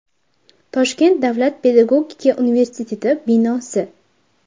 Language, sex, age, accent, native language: Uzbek, female, under 19, Farg'ona, Uzbek